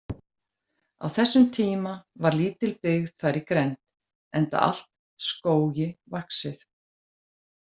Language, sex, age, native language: Icelandic, female, 40-49, Icelandic